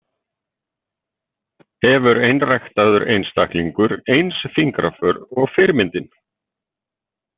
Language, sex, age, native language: Icelandic, male, 50-59, Icelandic